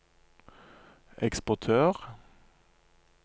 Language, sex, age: Norwegian, male, 27